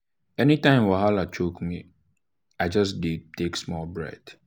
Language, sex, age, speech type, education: Nigerian Pidgin, male, 15-29, spontaneous, tertiary